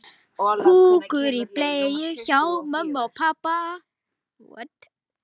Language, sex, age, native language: Icelandic, female, 18-19, Icelandic